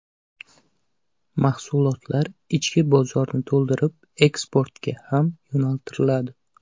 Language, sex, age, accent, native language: Uzbek, male, 25-34, Samarqand, Uzbek